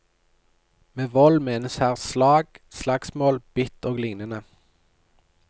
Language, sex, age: Norwegian, male, 29